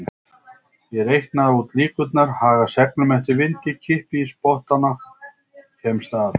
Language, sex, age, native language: Icelandic, male, 50-59, Icelandic